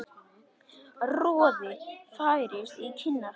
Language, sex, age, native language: Icelandic, male, 10, Icelandic